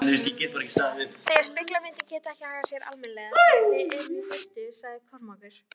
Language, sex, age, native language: Icelandic, female, 18-19, Icelandic